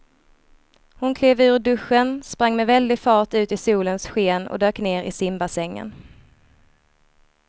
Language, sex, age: Swedish, female, 23